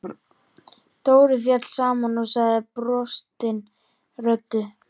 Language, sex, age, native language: Icelandic, male, 13, Icelandic